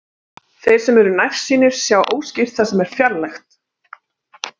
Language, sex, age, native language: Icelandic, female, 30-39, Icelandic